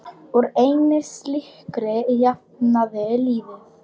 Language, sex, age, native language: Icelandic, female, 10, Polish